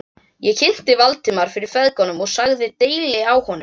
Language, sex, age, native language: Icelandic, other, 12, Icelandic